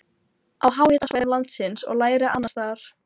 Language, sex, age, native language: Icelandic, female, 12, Icelandic